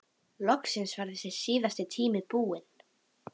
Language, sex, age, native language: Icelandic, female, 12, Icelandic